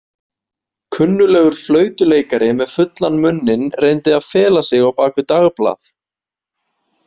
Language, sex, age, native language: Icelandic, male, 20-29, Icelandic